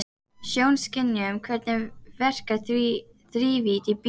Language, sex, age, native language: Icelandic, female, 18-19, Icelandic